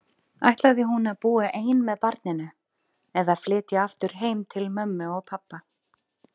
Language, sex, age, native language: Icelandic, female, 30-39, Icelandic